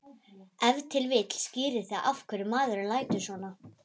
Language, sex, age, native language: Icelandic, female, 11, Icelandic